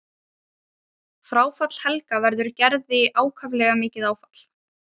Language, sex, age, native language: Icelandic, female, 40-49, Ukrainian